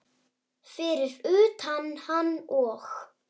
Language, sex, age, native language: Icelandic, male, 7, Icelandic